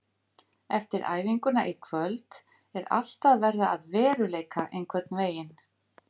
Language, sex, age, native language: Icelandic, female, 50-59, Icelandic